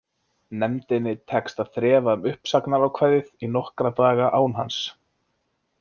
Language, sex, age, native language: Icelandic, male, 20-29, Icelandic